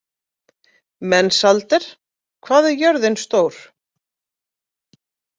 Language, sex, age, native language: Icelandic, female, 40-49, Icelandic